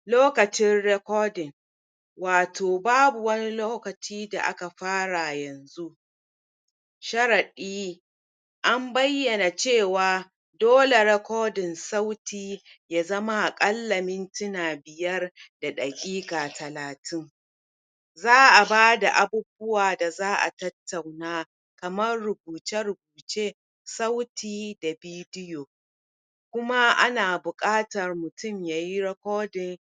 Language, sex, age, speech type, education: Hausa, female, 30-45, spontaneous, tertiary